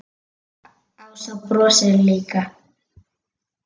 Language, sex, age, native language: Icelandic, female, 8, Icelandic